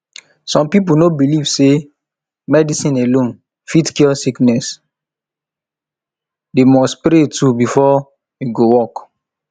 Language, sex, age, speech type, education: Nigerian Pidgin, male, 15-29, spontaneous, tertiary